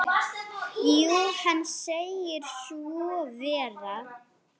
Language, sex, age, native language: Icelandic, female, 8, Icelandic